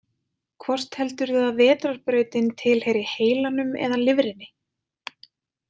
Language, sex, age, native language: Icelandic, female, 20-29, Icelandic